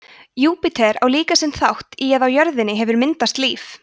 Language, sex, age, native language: Icelandic, female, 20-29, Icelandic